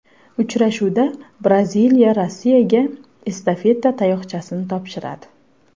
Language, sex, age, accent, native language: Uzbek, female, 19-29, Farg'ona, Uzbek